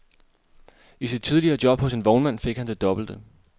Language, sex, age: Danish, male, 26